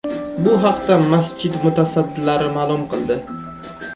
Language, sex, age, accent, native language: Uzbek, male, 18-24, Samarqand, Uzbek